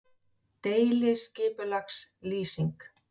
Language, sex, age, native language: Icelandic, female, 40-49, Icelandic